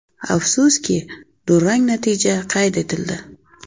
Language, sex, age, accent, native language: Uzbek, female, 35+, Navoiy, Uzbek